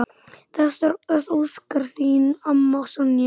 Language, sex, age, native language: Icelandic, male, 10, Icelandic